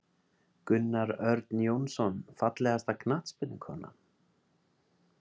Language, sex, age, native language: Icelandic, male, 30-39, Icelandic